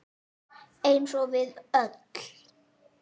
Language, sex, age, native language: Icelandic, female, 9, Icelandic